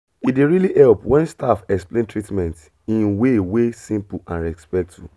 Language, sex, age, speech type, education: Nigerian Pidgin, male, 30-45, spontaneous, tertiary